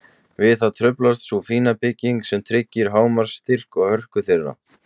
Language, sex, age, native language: Icelandic, male, 20-29, Icelandic